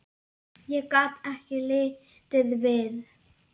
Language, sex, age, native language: Icelandic, female, 10, Icelandic